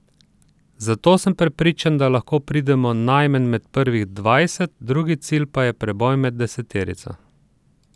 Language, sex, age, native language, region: Slovenian, male, 30-49, Slovenian, Southeast Slovenia